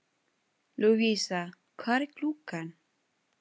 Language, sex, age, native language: Icelandic, female, 20-29, Filipino